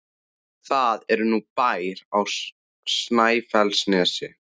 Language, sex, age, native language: Icelandic, male, 14, Icelandic